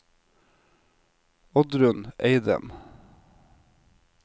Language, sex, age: Norwegian, male, 36